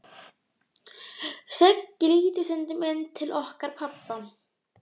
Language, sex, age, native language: Icelandic, female, 12, Icelandic